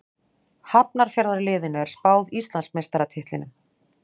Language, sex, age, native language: Icelandic, female, 40-49, Icelandic